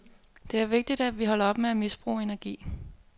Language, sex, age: Danish, female, 24